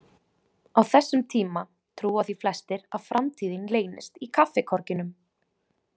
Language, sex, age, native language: Icelandic, female, 20-29, Icelandic